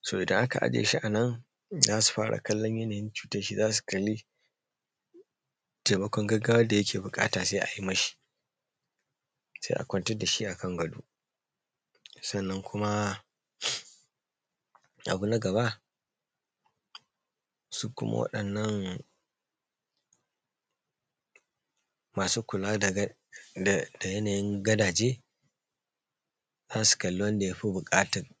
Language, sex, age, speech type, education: Hausa, male, 30-45, spontaneous, secondary